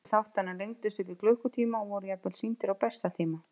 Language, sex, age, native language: Icelandic, female, 50-59, Icelandic